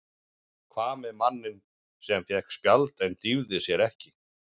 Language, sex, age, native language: Icelandic, male, 40-49, Icelandic